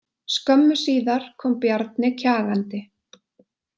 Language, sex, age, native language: Icelandic, female, 20-29, Icelandic